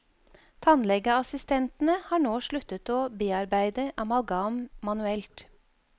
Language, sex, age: Norwegian, female, 52